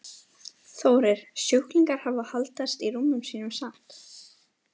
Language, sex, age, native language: Icelandic, female, 12, Icelandic